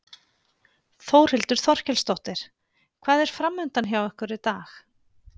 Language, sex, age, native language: Icelandic, female, 50-59, Icelandic